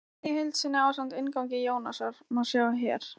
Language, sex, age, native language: Icelandic, female, 20-29, Icelandic